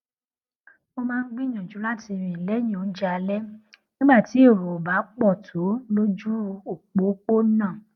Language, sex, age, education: Yoruba, female, 15-29, tertiary